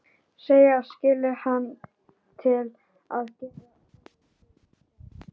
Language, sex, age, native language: Icelandic, female, 12, Icelandic